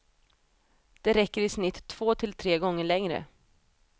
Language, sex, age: Swedish, female, 28